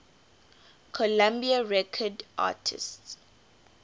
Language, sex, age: English, female, 18